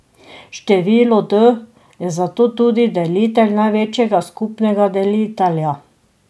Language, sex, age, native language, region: Slovenian, female, 50-59, Slovenian, Drava region